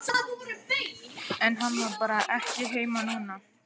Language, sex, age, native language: Icelandic, male, 12, Icelandic